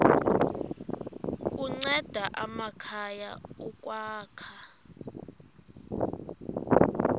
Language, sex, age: Xhosa, female, 26